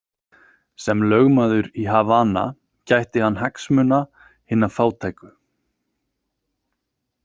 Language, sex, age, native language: Icelandic, male, 30-39, Icelandic